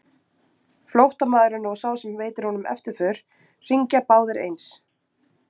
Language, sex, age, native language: Icelandic, female, 20-29, Icelandic